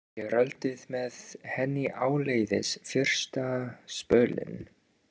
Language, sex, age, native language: Icelandic, male, 30-39, English